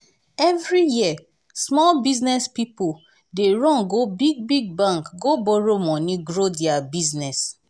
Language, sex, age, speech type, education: Nigerian Pidgin, female, 15-29, spontaneous, tertiary